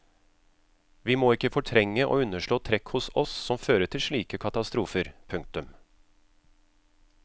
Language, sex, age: Norwegian, male, 36